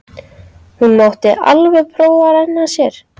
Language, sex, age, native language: Icelandic, female, 13, Icelandic